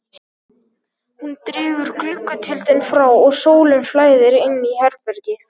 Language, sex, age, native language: Icelandic, male, 12, Icelandic